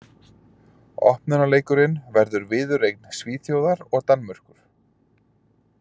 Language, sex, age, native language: Icelandic, male, 40-49, Icelandic